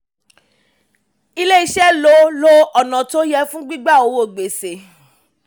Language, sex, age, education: Yoruba, female, 15-29, tertiary